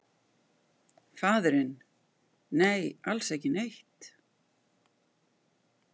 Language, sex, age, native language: Icelandic, female, 50-59, Icelandic